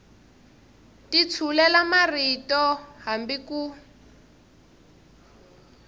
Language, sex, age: Tsonga, female, 23